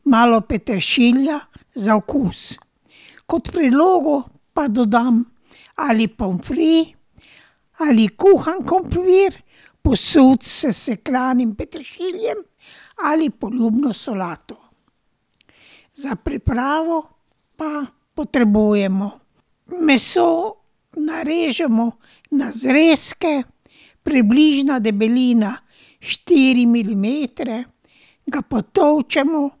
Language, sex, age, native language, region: Slovenian, female, 60+, Slovenian, Drava region